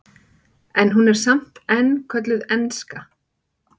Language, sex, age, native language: Icelandic, female, 40-49, Icelandic